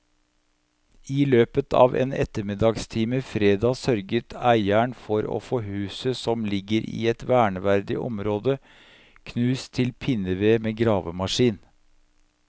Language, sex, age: Norwegian, male, 57